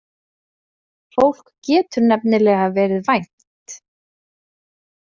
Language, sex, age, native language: Icelandic, female, 20-29, Icelandic